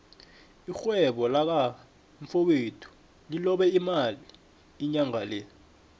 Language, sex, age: South Ndebele, male, 21